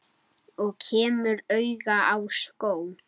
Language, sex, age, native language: Icelandic, male, 9, Icelandic